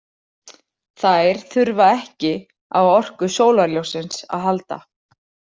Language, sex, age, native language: Icelandic, female, 40-49, Icelandic